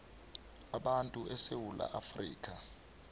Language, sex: South Ndebele, male